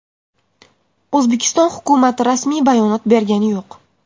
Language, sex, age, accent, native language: Uzbek, female, 18-24, Farg'ona, Uzbek